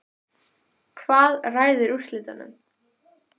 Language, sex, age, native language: Icelandic, female, 12, Icelandic